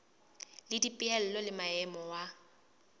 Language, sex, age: Southern Sotho, female, 20